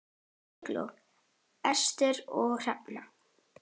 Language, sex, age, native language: Icelandic, female, 10, Icelandic